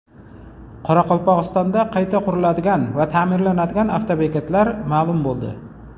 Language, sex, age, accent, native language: Uzbek, male, 40-49, Jizzax, Uzbek